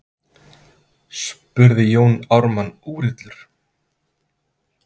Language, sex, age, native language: Icelandic, male, 30-39, Icelandic